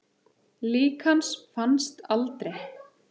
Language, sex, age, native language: Icelandic, male, 8, Icelandic